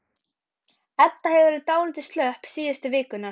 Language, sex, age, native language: Icelandic, female, 12, Icelandic